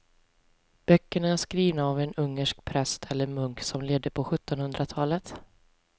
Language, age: Swedish, 20